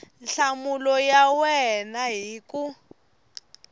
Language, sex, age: Tsonga, female, 18